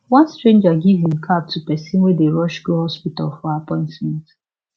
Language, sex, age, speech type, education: Nigerian Pidgin, female, 15-29, spontaneous, secondary